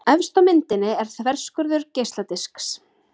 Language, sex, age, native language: Icelandic, female, 30-39, Icelandic